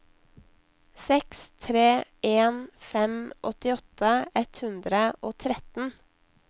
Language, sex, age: Norwegian, female, 19